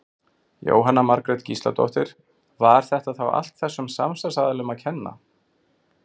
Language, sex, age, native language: Icelandic, male, 40-49, Icelandic